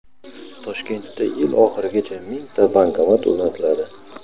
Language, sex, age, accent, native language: Uzbek, male, 25-34, Samarqand, Uzbek